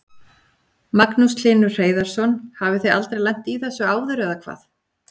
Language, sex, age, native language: Icelandic, female, 40-49, Icelandic